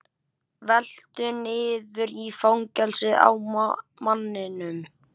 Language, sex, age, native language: Icelandic, male, 11, Icelandic